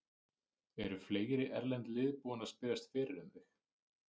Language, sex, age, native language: Icelandic, male, 30-39, Icelandic